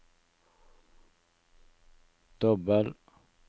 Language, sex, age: Norwegian, male, 19